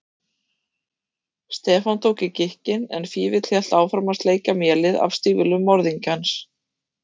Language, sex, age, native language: Icelandic, female, 30-39, Icelandic